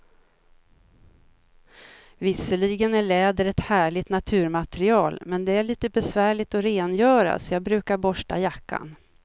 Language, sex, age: Swedish, female, 56